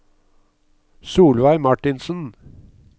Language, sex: Norwegian, male